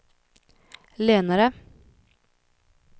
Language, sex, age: Swedish, female, 21